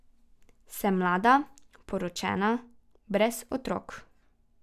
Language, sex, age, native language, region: Slovenian, female, 12-17, Slovenian, Carinthia region